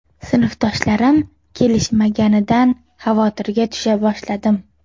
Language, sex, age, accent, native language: Uzbek, female, under 19, Toshkent shahri, Uzbek